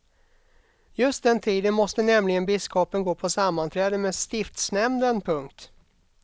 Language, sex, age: Swedish, male, 32